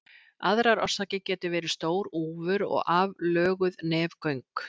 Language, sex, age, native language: Icelandic, female, 60-69, Icelandic